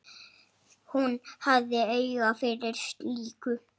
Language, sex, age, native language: Icelandic, male, 6, Icelandic